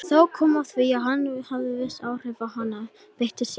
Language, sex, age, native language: Icelandic, male, 18-19, Icelandic